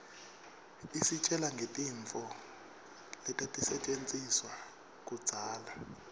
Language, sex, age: Swati, male, 23